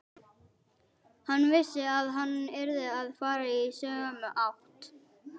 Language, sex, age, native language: Icelandic, female, 11, Icelandic